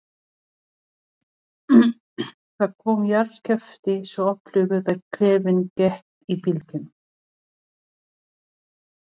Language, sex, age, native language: Icelandic, female, 40-49, Filipino